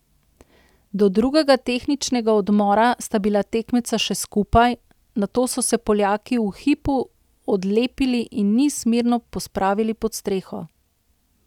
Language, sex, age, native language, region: Slovenian, female, 30-49, Slovenian, Central Slovenia